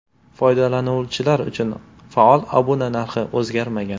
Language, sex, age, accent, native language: Uzbek, male, 18-24, Toshkent shahri, Uzbek